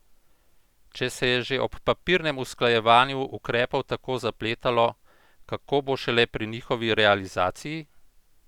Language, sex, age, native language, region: Slovenian, male, 50-59, Slovenian, Central Slovenia